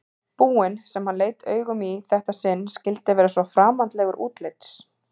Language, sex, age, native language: Icelandic, female, 30-39, Icelandic